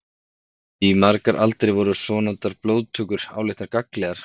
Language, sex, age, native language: Icelandic, male, 30-39, Icelandic